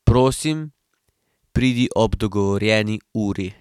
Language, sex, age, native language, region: Slovenian, male, 18-29, Slovenian, Drava region